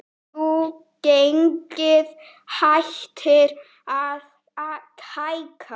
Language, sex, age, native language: Icelandic, female, 9, Icelandic